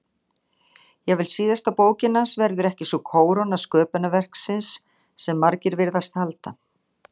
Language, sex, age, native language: Icelandic, female, 60-69, Icelandic